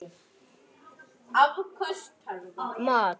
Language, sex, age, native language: Icelandic, female, 10, Icelandic